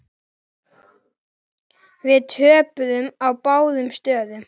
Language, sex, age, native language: Icelandic, female, 9, Icelandic